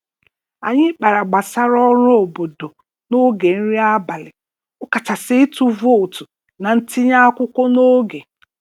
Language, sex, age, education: Igbo, female, 30-45, tertiary